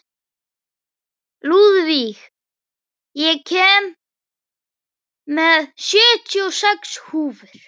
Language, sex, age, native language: Icelandic, male, 11, Icelandic